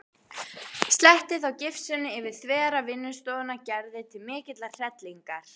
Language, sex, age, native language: Icelandic, female, 12, Icelandic